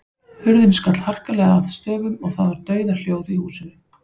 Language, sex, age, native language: Icelandic, female, 40-49, Icelandic